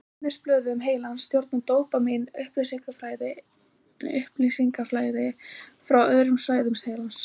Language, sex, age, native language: Icelandic, female, 20-29, Icelandic